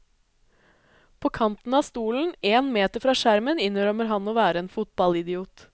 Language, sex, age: Norwegian, female, 20